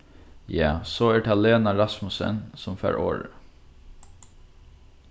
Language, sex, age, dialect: Faroese, male, 15-35, Norðurstreymoy/Eysturoy